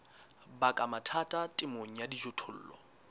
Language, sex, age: Southern Sotho, male, 19